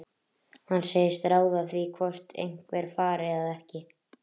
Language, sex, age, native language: Icelandic, female, 30-39, Icelandic